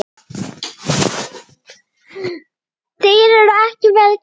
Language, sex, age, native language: Icelandic, male, 8, Icelandic